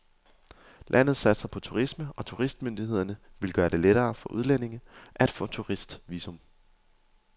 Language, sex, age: Danish, male, 22